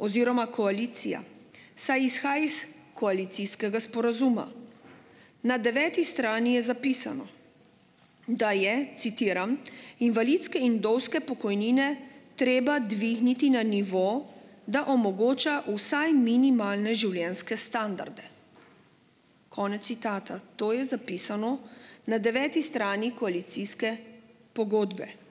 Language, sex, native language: Slovenian, female, Slovenian